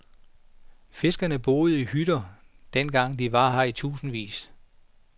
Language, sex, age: Danish, male, 49